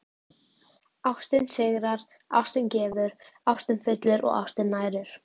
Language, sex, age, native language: Icelandic, female, 11, Icelandic